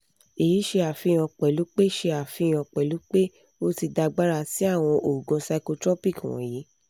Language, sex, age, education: Yoruba, female, 15-29, tertiary